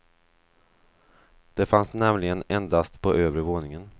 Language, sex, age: Swedish, male, 23